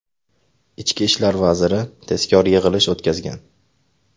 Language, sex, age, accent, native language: Uzbek, male, 25-34, Farg'ona, Uzbek